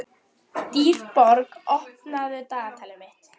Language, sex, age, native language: Icelandic, female, 11, Icelandic